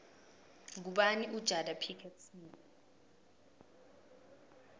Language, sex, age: South Ndebele, female, 19